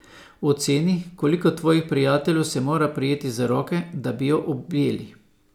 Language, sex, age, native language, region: Slovenian, male, 50-59, Slovenian, Savinja region